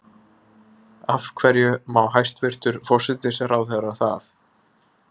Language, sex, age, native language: Icelandic, male, 20-29, Icelandic